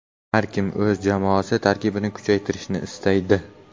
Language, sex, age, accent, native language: Uzbek, male, 18-24, Namangan, Uzbek